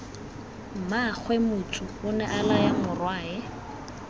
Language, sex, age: Tswana, female, 21